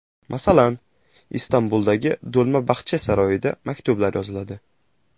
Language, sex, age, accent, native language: Uzbek, male, 18-24, Jizzax, Uzbek